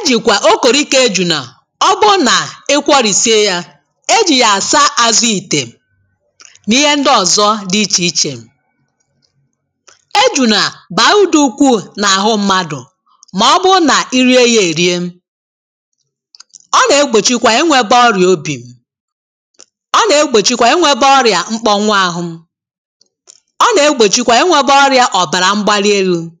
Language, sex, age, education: Igbo, female, 30-45, tertiary